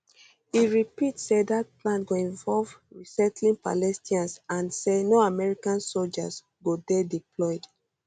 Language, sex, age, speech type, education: Nigerian Pidgin, female, 15-29, spontaneous, tertiary